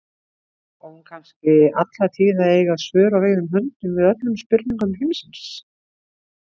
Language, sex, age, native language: Icelandic, female, 60-69, Icelandic